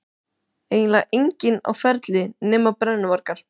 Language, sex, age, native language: Icelandic, male, 12, Icelandic